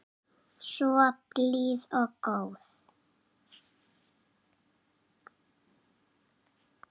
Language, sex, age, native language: Icelandic, female, 7, Icelandic